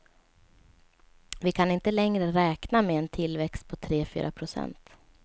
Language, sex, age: Swedish, female, 27